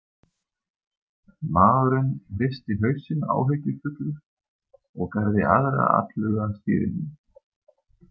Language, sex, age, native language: Icelandic, male, 30-39, German